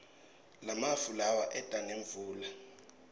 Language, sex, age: Swati, male, 21